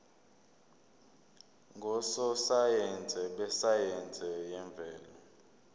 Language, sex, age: Zulu, male, 22